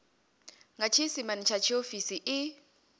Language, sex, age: Venda, female, 28